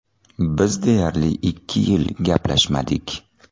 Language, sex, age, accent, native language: Uzbek, male, 30-39, Toshkent shahri, Uzbek